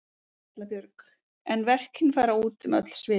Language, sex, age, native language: Icelandic, female, 30-39, Icelandic